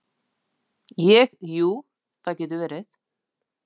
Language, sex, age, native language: Icelandic, male, 9, Icelandic